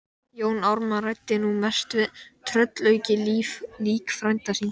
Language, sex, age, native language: Icelandic, male, 12, Icelandic